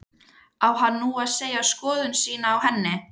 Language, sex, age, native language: Icelandic, female, 13, Icelandic